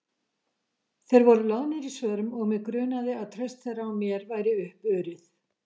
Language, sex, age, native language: Icelandic, female, 70-79, Icelandic